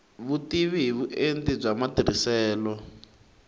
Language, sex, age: Tsonga, male, 19